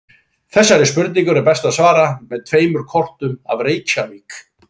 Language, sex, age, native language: Icelandic, male, 40-49, Icelandic